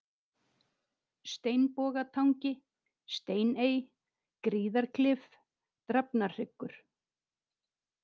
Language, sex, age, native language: Icelandic, female, 50-59, Icelandic